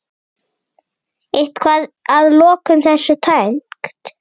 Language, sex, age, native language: Icelandic, female, 8, Icelandic